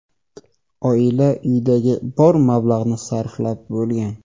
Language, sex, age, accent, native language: Uzbek, male, 25-34, Namangan, Uzbek